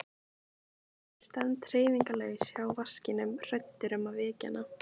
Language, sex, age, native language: Icelandic, female, 15, Icelandic